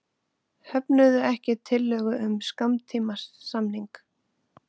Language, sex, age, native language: Icelandic, female, 40-49, Icelandic